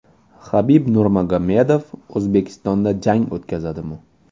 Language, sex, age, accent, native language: Uzbek, male, 18-24, Toshkent viloyati, Uzbek